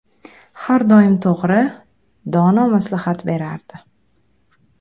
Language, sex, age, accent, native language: Uzbek, female, 18-24, Qashqadaryo, Uzbek